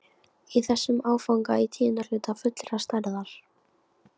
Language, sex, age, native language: Icelandic, female, 15, Icelandic